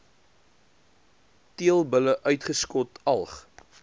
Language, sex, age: Afrikaans, male, 22